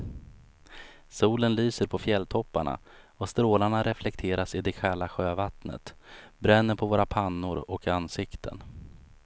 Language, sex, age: Swedish, male, 35